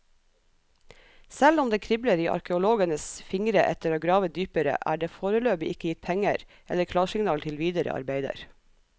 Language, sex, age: Norwegian, female, 37